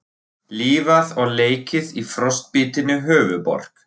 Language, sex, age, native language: Icelandic, male, 40-49, Icelandic